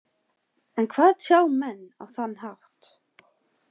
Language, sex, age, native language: Icelandic, female, 40-49, Icelandic